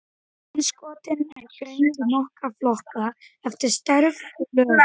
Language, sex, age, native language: Icelandic, male, 11, Icelandic